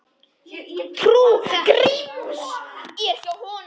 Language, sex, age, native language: Icelandic, male, 10, Icelandic